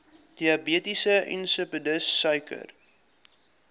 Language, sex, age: Afrikaans, male, 22